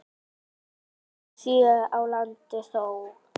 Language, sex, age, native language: Icelandic, female, 8, Icelandic